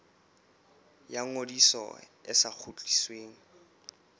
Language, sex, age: Southern Sotho, male, 23